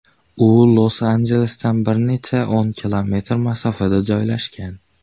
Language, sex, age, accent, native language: Uzbek, male, under 19, Xorazm, Uzbek